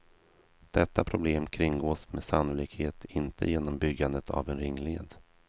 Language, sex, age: Swedish, male, 32